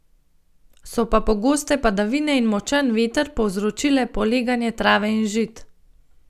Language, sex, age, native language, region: Slovenian, female, 30-49, Slovenian, Gorenjska region